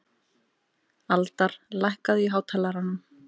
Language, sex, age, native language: Icelandic, female, 18-19, Icelandic